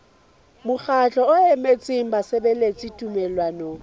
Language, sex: Southern Sotho, female